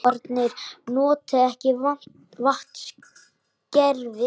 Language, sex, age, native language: Icelandic, male, 40-49, Icelandic